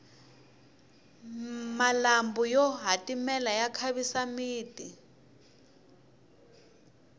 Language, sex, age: Tsonga, female, 21